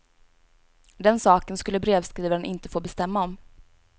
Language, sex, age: Swedish, female, 18